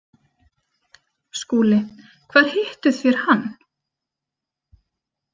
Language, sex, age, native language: Icelandic, female, 30-39, Icelandic